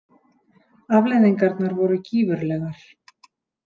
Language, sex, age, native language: Icelandic, female, 30-39, Icelandic